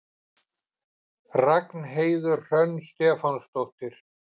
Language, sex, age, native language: Icelandic, male, 50-59, Icelandic